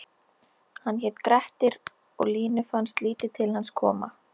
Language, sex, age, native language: Icelandic, female, 13, Icelandic